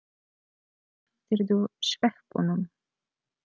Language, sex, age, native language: Icelandic, female, 30-39, Polish